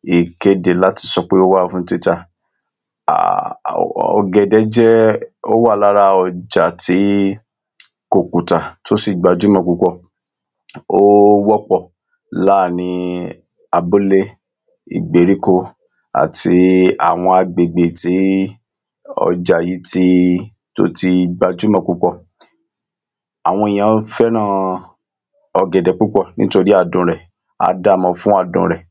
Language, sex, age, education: Yoruba, male, 30-45, secondary